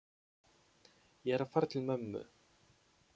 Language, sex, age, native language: Icelandic, male, 20-29, Polish